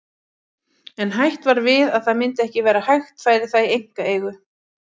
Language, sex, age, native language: Icelandic, female, 40-49, Icelandic